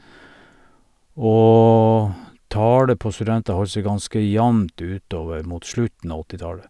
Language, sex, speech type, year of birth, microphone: Norwegian, male, spontaneous, 1951, Sennheiser